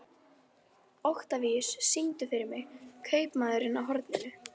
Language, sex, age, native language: Icelandic, female, 11, Icelandic